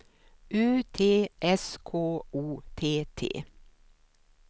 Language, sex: Swedish, female